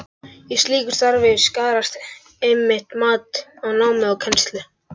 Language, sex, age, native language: Icelandic, male, 11, Icelandic